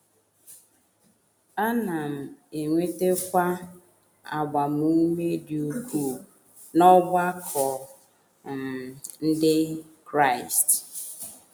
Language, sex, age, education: Igbo, female, 30-45, tertiary